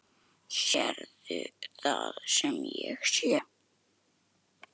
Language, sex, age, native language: Icelandic, male, 10, Icelandic